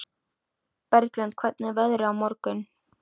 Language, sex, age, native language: Icelandic, female, 13, Icelandic